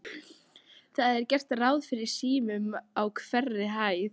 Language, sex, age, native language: Icelandic, female, 12, Icelandic